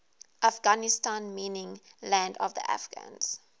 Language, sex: English, female